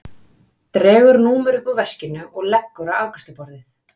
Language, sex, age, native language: Icelandic, female, 30-39, Icelandic